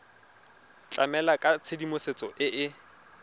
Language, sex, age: Tswana, male, 23